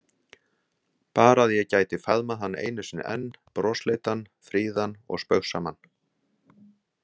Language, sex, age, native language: Icelandic, male, 60-69, Icelandic